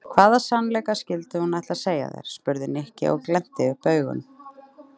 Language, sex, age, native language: Icelandic, female, 30-39, Icelandic